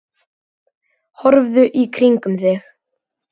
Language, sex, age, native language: Icelandic, male, 10, Icelandic